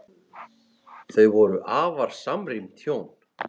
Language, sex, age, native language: Icelandic, female, 9, Icelandic